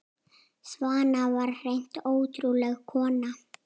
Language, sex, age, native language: Icelandic, female, 8, Icelandic